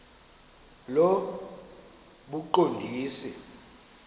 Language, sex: Xhosa, male